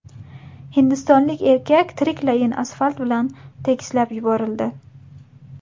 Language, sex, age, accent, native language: Uzbek, female, 18-24, Buxoro, Uzbek